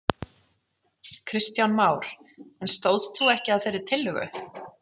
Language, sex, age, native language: Icelandic, female, 40-49, Icelandic